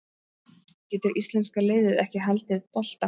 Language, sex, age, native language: Icelandic, female, 13, Icelandic